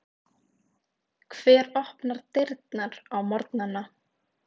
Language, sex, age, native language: Icelandic, female, 18-19, Icelandic